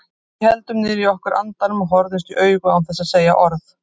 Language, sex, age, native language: Icelandic, female, 50-59, Icelandic